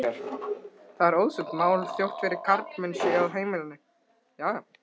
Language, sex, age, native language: Icelandic, other, 60-69, Russian